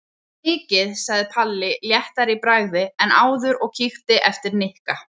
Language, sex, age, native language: Icelandic, female, 20-29, Icelandic